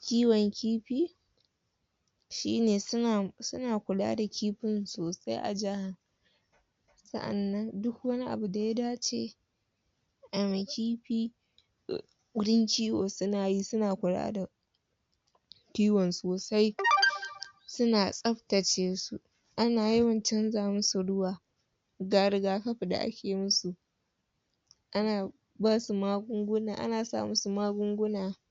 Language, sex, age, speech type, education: Hausa, female, 15-29, spontaneous, tertiary